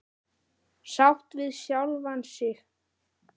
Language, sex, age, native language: Icelandic, female, 9, Icelandic